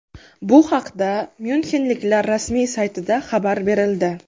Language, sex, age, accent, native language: Uzbek, female, 19-29, Qashqadaryo, Uzbek